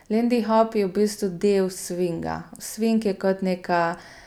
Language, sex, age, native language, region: Slovenian, female, 30-49, Slovenian, Gorica region